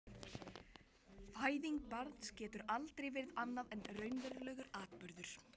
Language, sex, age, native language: Icelandic, female, 13, Icelandic